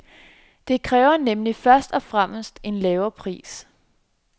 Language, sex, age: Danish, female, 26